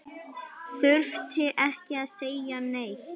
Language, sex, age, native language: Icelandic, female, 9, Icelandic